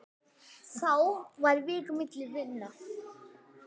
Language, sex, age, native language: Icelandic, male, 10, Icelandic